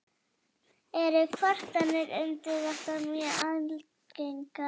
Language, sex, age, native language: Icelandic, male, 30-39, Icelandic